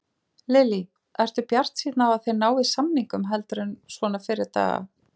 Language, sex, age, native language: Icelandic, female, 40-49, Icelandic